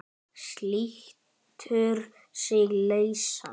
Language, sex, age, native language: Icelandic, male, 10, Icelandic